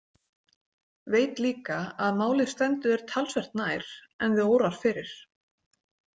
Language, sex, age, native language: Icelandic, female, 40-49, Icelandic